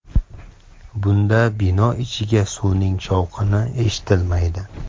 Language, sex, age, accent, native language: Uzbek, male, 25-34, Toshkent shahri, Uzbek